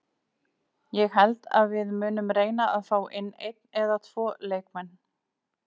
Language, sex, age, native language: Icelandic, female, 40-49, Icelandic